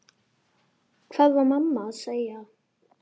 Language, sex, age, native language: Icelandic, male, 10, Icelandic